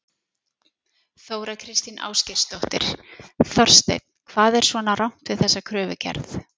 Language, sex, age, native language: Icelandic, female, 40-49, Icelandic